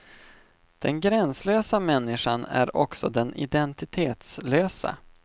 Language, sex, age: Swedish, male, 25